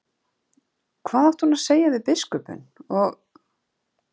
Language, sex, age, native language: Icelandic, female, 30-39, Icelandic